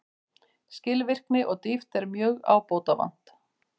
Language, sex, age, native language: Icelandic, female, 50-59, Icelandic